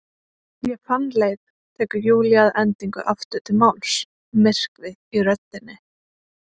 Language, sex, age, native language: Icelandic, female, 20-29, Icelandic